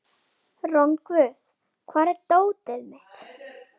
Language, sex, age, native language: Icelandic, female, 11, Icelandic